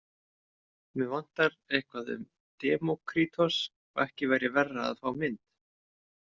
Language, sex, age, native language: Icelandic, male, 30-39, Icelandic